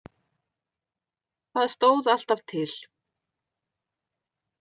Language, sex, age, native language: Icelandic, female, 30-39, Icelandic